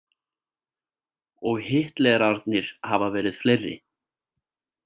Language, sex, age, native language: Icelandic, male, 18-19, Icelandic